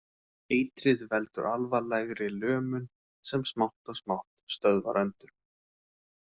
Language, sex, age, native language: Icelandic, male, 18-19, Icelandic